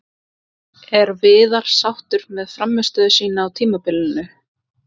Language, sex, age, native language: Icelandic, female, 20-29, Icelandic